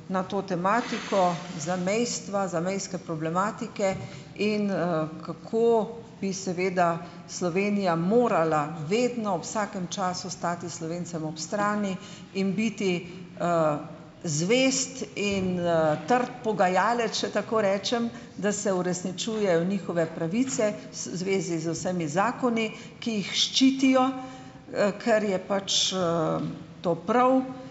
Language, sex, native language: Slovenian, female, Slovenian